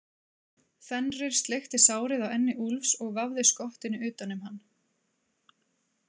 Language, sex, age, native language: Icelandic, female, 30-39, Icelandic